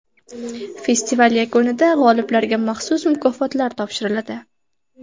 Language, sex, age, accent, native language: Uzbek, female, 18-24, Andijon, Uzbek